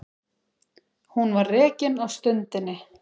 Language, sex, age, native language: Icelandic, female, 30-39, Icelandic